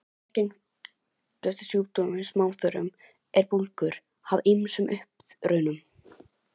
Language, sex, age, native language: Icelandic, female, 11, Icelandic